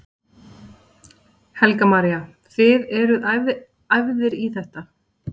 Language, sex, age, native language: Icelandic, female, 40-49, Icelandic